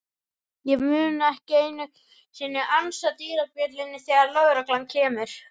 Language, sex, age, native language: Icelandic, male, 11, Icelandic